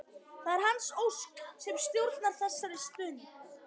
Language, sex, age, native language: Icelandic, male, 11, Icelandic